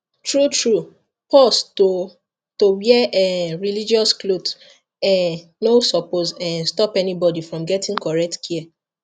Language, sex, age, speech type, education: Nigerian Pidgin, female, 15-29, spontaneous, tertiary